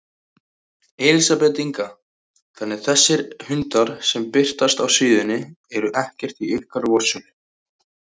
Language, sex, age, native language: Icelandic, male, 18-19, Icelandic